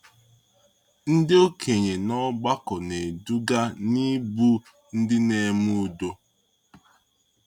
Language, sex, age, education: Igbo, male, 15-29, tertiary